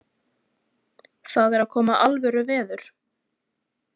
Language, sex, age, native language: Icelandic, female, 20-29, Icelandic